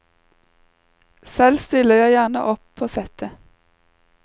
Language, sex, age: Norwegian, female, 21